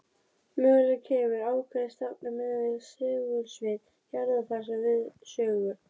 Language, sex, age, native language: Icelandic, female, 30-39, Icelandic